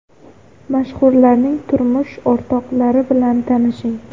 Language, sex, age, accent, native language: Uzbek, female, under 19, Xorazm, Uzbek